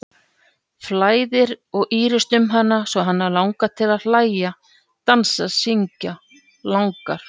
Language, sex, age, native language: Icelandic, female, 40-49, Icelandic